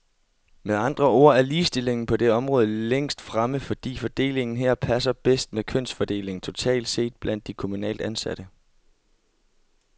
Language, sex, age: Danish, male, 22